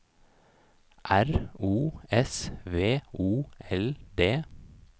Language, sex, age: Norwegian, male, 29